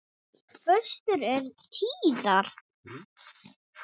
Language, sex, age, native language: Icelandic, female, 6, English